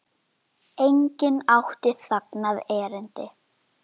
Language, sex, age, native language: Icelandic, female, 10, Icelandic